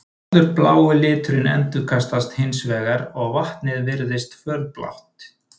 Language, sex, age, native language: Icelandic, male, 30-39, Icelandic